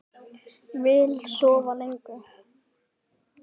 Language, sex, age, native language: Icelandic, male, 10, Icelandic